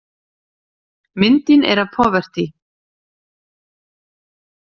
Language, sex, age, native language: Icelandic, female, 40-49, Icelandic